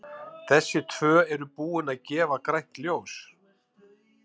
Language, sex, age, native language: Icelandic, male, 50-59, Icelandic